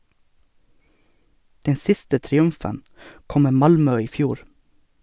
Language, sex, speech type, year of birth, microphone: Norwegian, male, read, 1982, Sennheiser